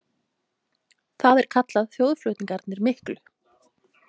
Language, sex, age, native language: Icelandic, female, 30-39, Icelandic